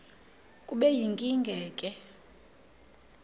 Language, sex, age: Xhosa, female, 26